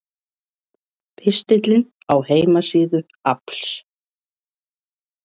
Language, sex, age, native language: Icelandic, female, 40-49, Icelandic